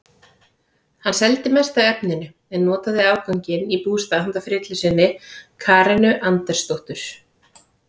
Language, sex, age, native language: Icelandic, female, 30-39, Icelandic